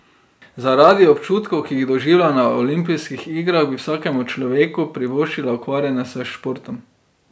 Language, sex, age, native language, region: Slovenian, male, 30-49, Slovenian, Drava region